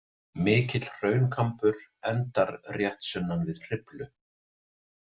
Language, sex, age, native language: Icelandic, male, 40-49, Icelandic